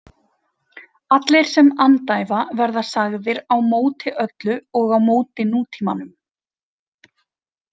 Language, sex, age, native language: Icelandic, female, 30-39, Icelandic